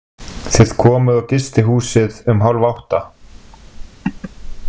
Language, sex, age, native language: Icelandic, male, 20-29, Icelandic